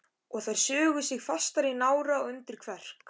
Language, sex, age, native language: Icelandic, male, 13, Icelandic